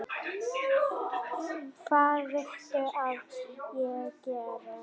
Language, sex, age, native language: Icelandic, female, 9, Icelandic